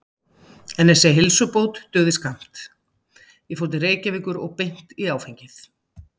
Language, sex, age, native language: Icelandic, female, 50-59, Icelandic